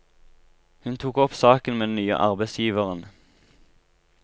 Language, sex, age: Norwegian, male, 23